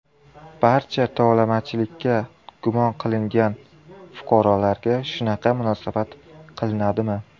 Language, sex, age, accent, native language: Uzbek, male, 25-34, Surxondaryo, Uzbek